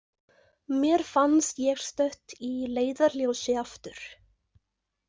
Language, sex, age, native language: Icelandic, female, 20-29, Icelandic